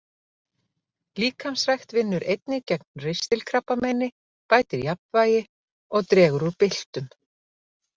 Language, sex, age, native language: Icelandic, female, 50-59, Icelandic